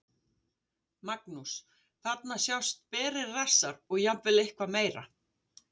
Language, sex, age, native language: Icelandic, female, 50-59, Icelandic